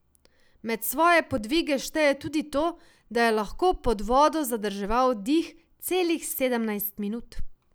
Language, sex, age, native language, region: Slovenian, female, 18-29, Slovenian, Savinja region